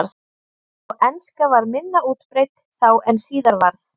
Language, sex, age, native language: Icelandic, female, 30-39, Icelandic